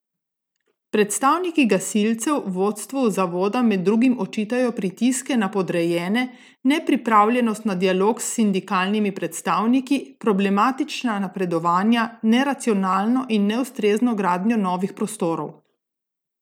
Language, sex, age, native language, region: Slovenian, female, 30-49, Slovenian, Gorica region